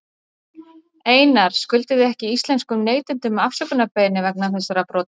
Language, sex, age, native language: Icelandic, female, 40-49, Icelandic